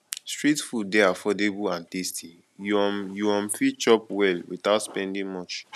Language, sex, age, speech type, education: Nigerian Pidgin, male, 15-29, spontaneous, tertiary